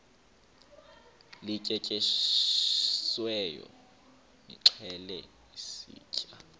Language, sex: Xhosa, male